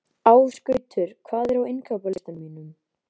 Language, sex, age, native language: Icelandic, male, 11, Icelandic